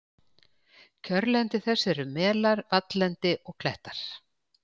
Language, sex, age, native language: Icelandic, female, 60-69, Icelandic